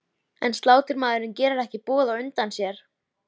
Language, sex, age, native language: Icelandic, female, 13, Icelandic